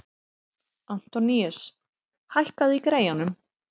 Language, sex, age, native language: Icelandic, female, 30-39, Icelandic